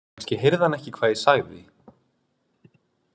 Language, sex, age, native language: Icelandic, male, 20-29, Icelandic